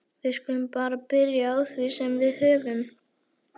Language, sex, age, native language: Icelandic, female, 11, Icelandic